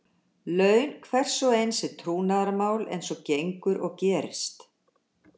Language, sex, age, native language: Icelandic, female, 60-69, Icelandic